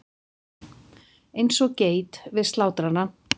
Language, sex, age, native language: Icelandic, female, 50-59, Icelandic